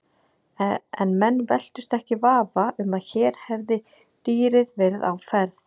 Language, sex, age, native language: Icelandic, female, 40-49, Icelandic